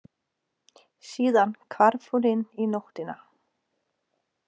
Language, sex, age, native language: Icelandic, female, 40-49, Danish